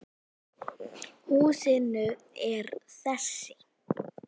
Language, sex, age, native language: Icelandic, female, 9, Icelandic